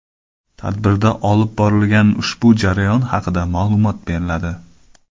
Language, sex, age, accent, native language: Uzbek, male, 25-34, Qoraqalpog'iston, Karakalpak